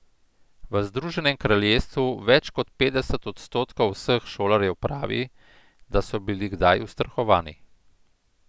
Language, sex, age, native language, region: Slovenian, male, 50-59, Slovenian, Central Slovenia